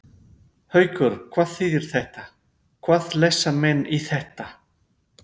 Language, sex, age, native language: Icelandic, male, 50-59, Spanish